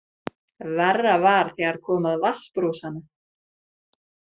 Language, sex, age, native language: Icelandic, female, 30-39, Icelandic